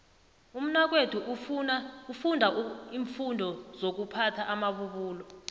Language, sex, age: South Ndebele, female, 29